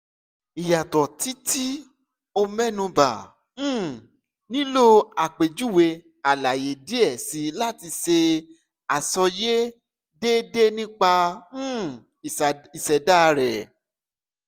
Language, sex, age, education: Yoruba, male, 15-29, secondary